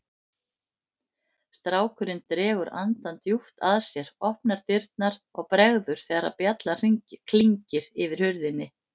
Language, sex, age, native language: Icelandic, female, 50-59, Icelandic